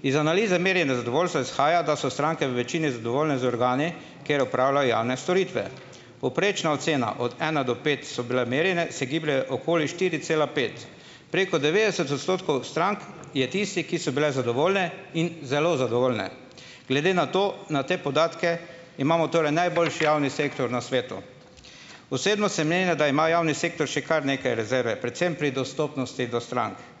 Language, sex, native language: Slovenian, male, Slovenian